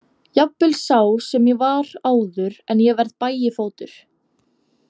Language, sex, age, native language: Icelandic, female, 18-19, Icelandic